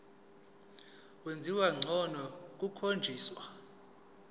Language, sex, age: Zulu, male, 20